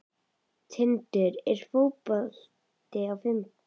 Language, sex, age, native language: Icelandic, female, 11, Icelandic